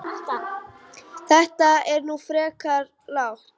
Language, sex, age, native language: Icelandic, female, 9, Icelandic